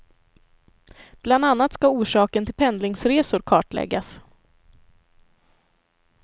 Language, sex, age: Swedish, female, 25